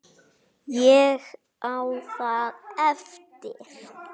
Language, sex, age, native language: Icelandic, male, 9, Icelandic